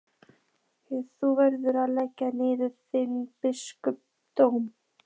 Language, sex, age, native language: Icelandic, female, 14, Icelandic